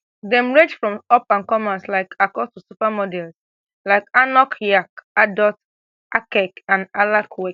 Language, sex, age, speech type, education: Nigerian Pidgin, female, 15-29, spontaneous, tertiary